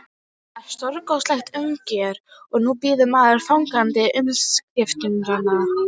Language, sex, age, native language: Icelandic, female, 12, Icelandic